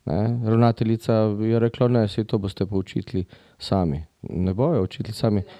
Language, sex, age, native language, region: Slovenian, male, 50-59, Slovenian, Drava region